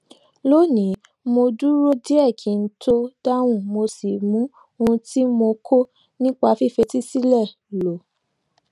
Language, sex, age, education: Yoruba, female, 15-29, tertiary